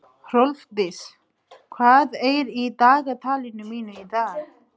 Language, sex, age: Icelandic, female, 30-39